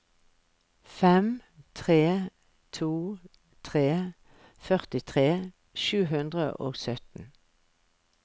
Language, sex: Norwegian, female